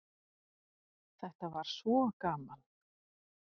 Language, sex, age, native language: Icelandic, female, 40-49, Icelandic